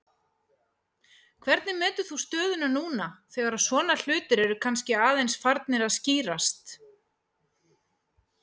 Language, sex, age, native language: Icelandic, female, 40-49, Icelandic